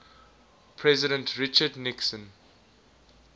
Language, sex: English, male